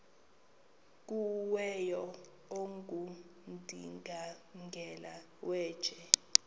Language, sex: Xhosa, female